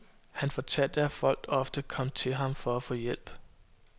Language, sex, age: Danish, male, 22